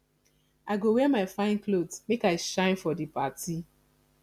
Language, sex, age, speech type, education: Nigerian Pidgin, female, 15-29, spontaneous, tertiary